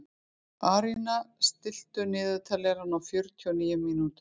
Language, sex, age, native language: Icelandic, female, 50-59, Icelandic